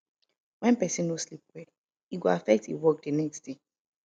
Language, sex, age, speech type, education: Nigerian Pidgin, female, 15-29, spontaneous, tertiary